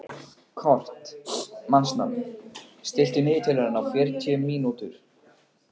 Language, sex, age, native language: Icelandic, male, 15, Icelandic